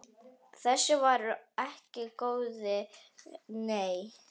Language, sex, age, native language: Icelandic, female, 10, Icelandic